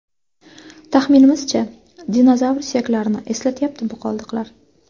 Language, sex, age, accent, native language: Uzbek, female, 25-34, Sirdaryo, Uzbek